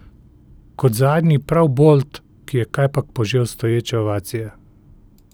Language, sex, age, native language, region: Slovenian, male, 30-49, Slovenian, Central Slovenia